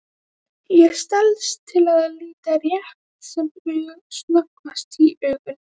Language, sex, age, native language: Icelandic, female, 12, Icelandic